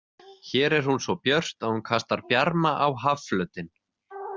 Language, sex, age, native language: Icelandic, male, 30-39, Icelandic